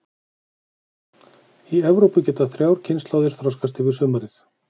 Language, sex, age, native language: Icelandic, male, 40-49, Icelandic